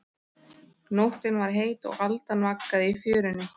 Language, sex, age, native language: Icelandic, male, 13, Icelandic